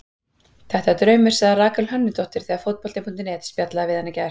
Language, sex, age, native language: Icelandic, female, 30-39, Icelandic